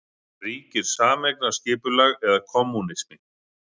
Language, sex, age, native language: Icelandic, male, 40-49, Icelandic